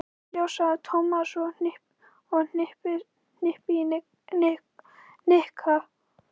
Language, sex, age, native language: Icelandic, female, 14, Icelandic